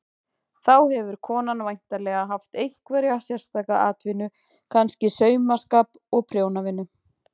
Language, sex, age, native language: Icelandic, female, 20-29, Icelandic